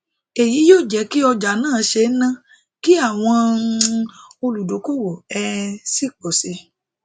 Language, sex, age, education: Yoruba, female, 30-45, tertiary